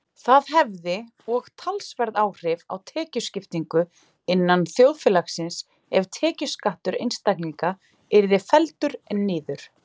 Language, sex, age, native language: Icelandic, female, 30-39, Icelandic